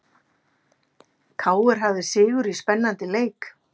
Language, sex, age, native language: Icelandic, female, 50-59, Icelandic